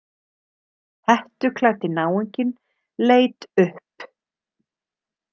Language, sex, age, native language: Icelandic, female, 30-39, Icelandic